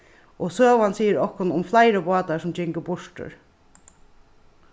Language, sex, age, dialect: Faroese, female, 36-60, Suðurstreymoy